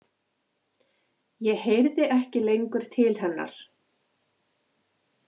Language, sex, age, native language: Icelandic, female, 40-49, Icelandic